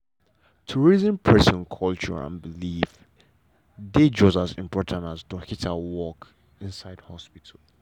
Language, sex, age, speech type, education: Nigerian Pidgin, male, 15-29, spontaneous, tertiary